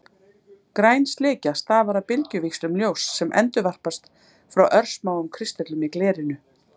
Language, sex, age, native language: Icelandic, female, 50-59, Icelandic